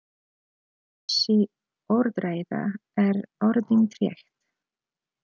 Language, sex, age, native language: Icelandic, female, 30-39, Polish